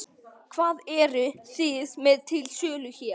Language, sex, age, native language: Icelandic, male, 12, Icelandic